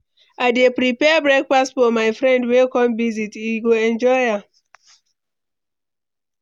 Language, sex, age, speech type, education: Nigerian Pidgin, female, 15-29, read, tertiary